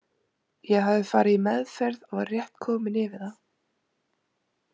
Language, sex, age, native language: Icelandic, female, 20-29, Icelandic